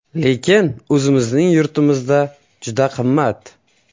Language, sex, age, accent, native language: Uzbek, male, 25-34, Qashqadaryo, Uzbek